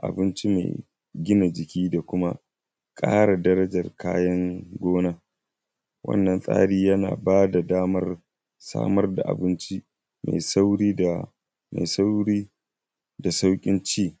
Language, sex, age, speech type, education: Hausa, male, 15-29, spontaneous, primary